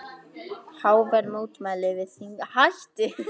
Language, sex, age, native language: Icelandic, male, 18-19, Icelandic